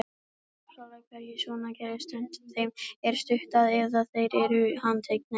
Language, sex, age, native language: Icelandic, female, 18-19, Icelandic